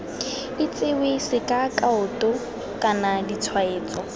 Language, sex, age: Tswana, female, 18